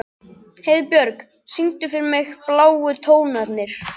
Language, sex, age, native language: Icelandic, other, 12, Icelandic